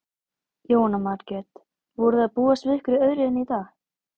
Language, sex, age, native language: Icelandic, female, 18-19, Icelandic